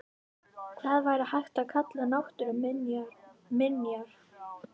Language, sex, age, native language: Icelandic, female, 11, Icelandic